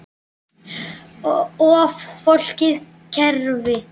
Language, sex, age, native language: Icelandic, male, 7, Icelandic